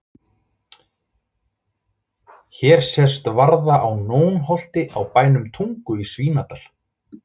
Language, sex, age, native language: Icelandic, male, 40-49, Icelandic